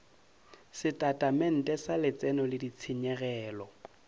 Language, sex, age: Northern Sotho, male, 30